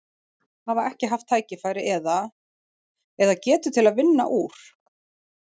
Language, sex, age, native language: Icelandic, female, 40-49, Icelandic